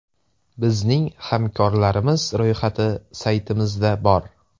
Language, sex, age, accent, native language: Uzbek, male, 18-24, Toshkent viloyati, Uzbek